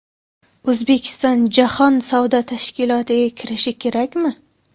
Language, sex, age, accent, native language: Uzbek, female, 18-24, Samarqand, Uzbek